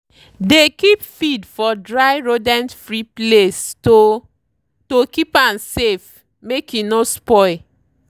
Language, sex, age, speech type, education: Nigerian Pidgin, female, 30-45, spontaneous, tertiary